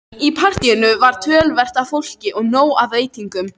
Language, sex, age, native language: Icelandic, female, 13, Icelandic